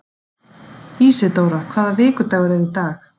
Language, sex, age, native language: Icelandic, female, 40-49, Icelandic